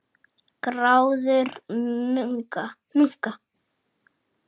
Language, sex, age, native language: Icelandic, male, 7, Icelandic